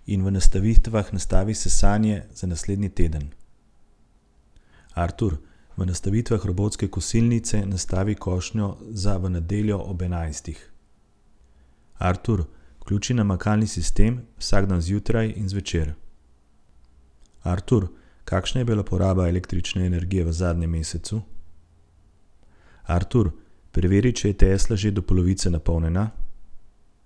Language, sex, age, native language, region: Slovenian, male, 30-49, Slovenian, Central Slovenia